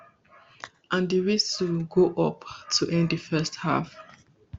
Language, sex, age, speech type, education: Nigerian Pidgin, female, 30-45, spontaneous, tertiary